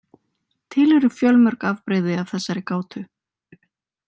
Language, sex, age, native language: Icelandic, female, 20-29, Icelandic